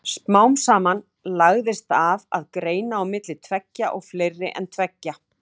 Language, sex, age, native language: Icelandic, female, 18-19, Icelandic